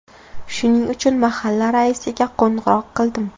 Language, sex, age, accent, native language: Uzbek, female, 18-24, Farg'ona, Uzbek